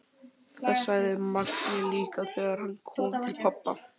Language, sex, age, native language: Icelandic, male, 12, Icelandic